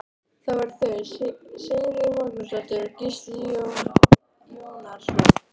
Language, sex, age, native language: Icelandic, female, 13, Icelandic